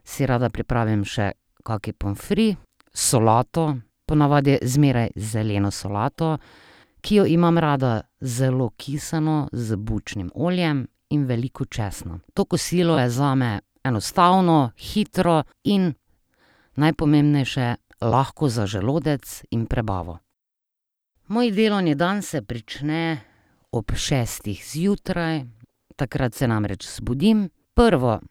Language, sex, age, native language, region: Slovenian, female, 30-49, Slovenian, Drava region